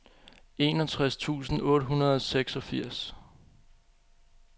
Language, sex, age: Danish, male, 25